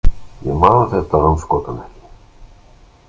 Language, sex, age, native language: Icelandic, male, 60-69, Icelandic